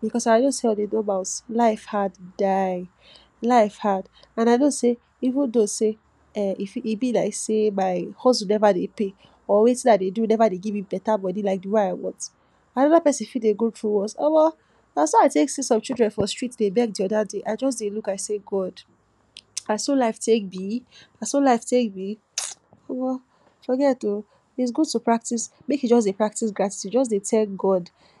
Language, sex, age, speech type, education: Nigerian Pidgin, female, 46-60, spontaneous, tertiary